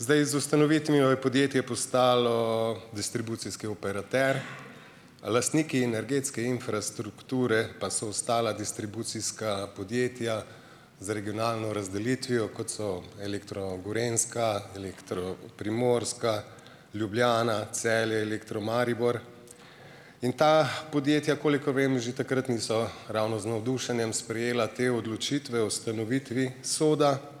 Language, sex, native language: Slovenian, male, Slovenian